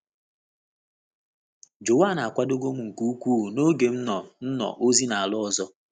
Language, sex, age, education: Igbo, male, 30-45, tertiary